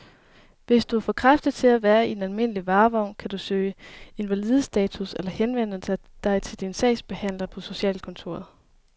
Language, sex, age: Danish, female, 23